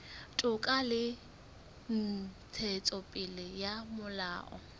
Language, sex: Southern Sotho, female